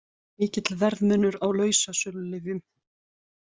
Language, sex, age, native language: Icelandic, female, 20-29, Icelandic